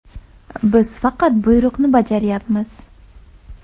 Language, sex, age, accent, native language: Uzbek, female, 18-24, Toshkent viloyati, Uzbek